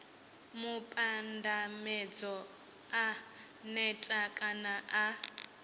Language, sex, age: Venda, female, 18